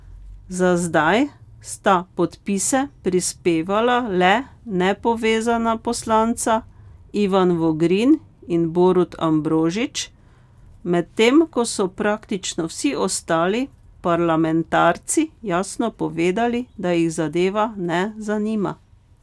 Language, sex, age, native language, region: Slovenian, female, 50-59, Slovenian, Pomurje region